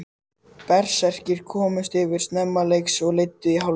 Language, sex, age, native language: Icelandic, male, 30-39, Icelandic